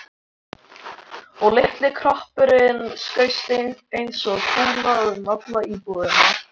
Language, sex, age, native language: Icelandic, male, 13, Icelandic